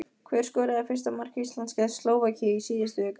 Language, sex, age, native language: Icelandic, female, 15, Icelandic